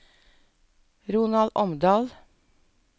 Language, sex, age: Norwegian, female, 47